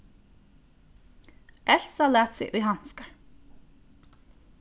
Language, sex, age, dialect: Faroese, female, 15-35, Norðurstreymoy/Eysturoy